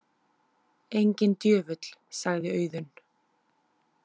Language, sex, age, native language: Icelandic, female, 30-39, Icelandic